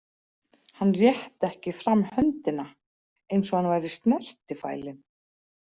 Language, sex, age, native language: Icelandic, female, 40-49, Icelandic